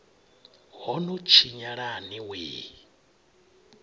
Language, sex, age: Venda, male, 39